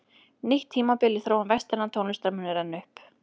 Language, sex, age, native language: Icelandic, female, 30-39, Icelandic